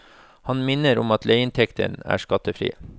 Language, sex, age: Norwegian, male, 36